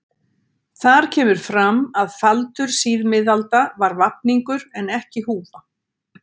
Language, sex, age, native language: Icelandic, female, 60-69, Icelandic